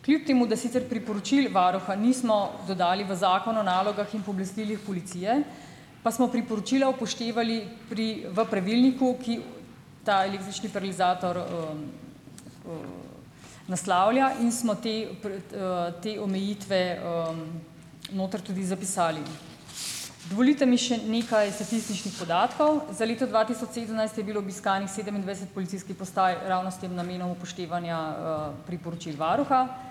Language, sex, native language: Slovenian, female, Slovenian